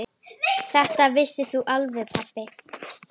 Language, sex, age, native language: Icelandic, female, 9, Icelandic